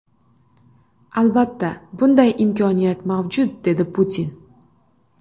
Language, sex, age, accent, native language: Uzbek, female, 25-34, Namangan, Uzbek